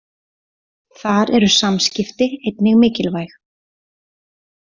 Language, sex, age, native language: Icelandic, female, 40-49, Icelandic